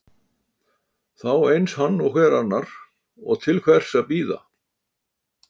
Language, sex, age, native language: Icelandic, male, 80-89, Icelandic